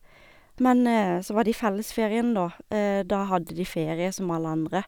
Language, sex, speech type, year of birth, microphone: Norwegian, female, spontaneous, 1991, Sennheiser